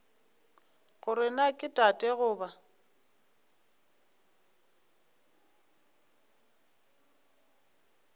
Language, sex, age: Northern Sotho, female, 25